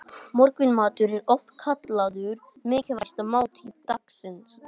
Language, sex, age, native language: Icelandic, male, 20-29, Icelandic